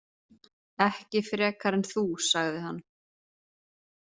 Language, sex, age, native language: Icelandic, female, 30-39, Icelandic